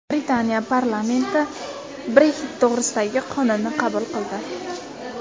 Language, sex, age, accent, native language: Uzbek, female, under 19, Toshkent viloyati, Uzbek